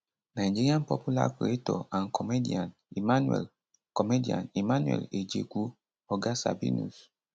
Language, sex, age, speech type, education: Nigerian Pidgin, male, 15-29, spontaneous, tertiary